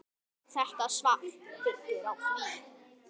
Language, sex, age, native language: Icelandic, male, 10, Icelandic